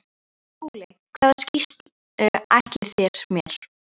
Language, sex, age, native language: Icelandic, female, 13, Icelandic